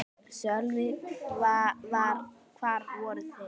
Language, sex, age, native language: Icelandic, female, 9, Icelandic